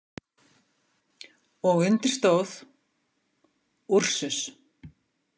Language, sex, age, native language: Icelandic, female, 50-59, Icelandic